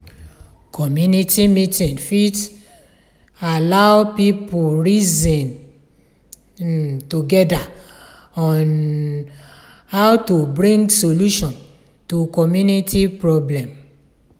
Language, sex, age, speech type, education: Nigerian Pidgin, female, 46-60, spontaneous, tertiary